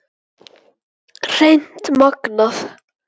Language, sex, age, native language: Icelandic, male, 9, Icelandic